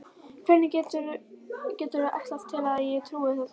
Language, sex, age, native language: Icelandic, female, 11, Icelandic